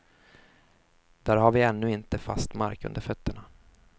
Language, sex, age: Swedish, male, 24